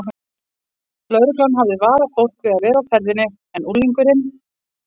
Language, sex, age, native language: Icelandic, female, 40-49, Icelandic